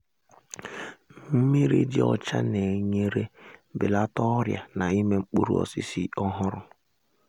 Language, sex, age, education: Igbo, male, 15-29, secondary